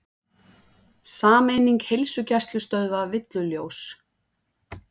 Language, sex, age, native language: Icelandic, female, 40-49, Icelandic